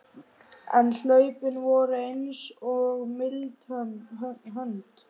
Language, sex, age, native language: Icelandic, male, 11, Icelandic